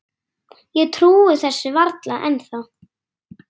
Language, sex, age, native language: Icelandic, female, 10, Icelandic